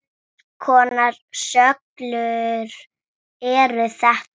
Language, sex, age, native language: Icelandic, female, 6, Icelandic